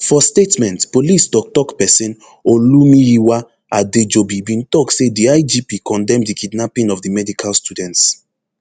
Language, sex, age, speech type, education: Nigerian Pidgin, male, 15-29, spontaneous, tertiary